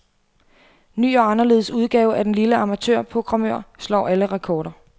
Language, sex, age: Danish, female, 28